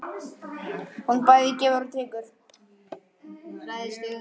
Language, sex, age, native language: Icelandic, male, 9, Icelandic